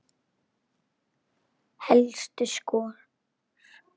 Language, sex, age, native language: Icelandic, female, 9, Icelandic